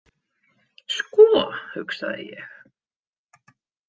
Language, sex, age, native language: Icelandic, female, 50-59, Icelandic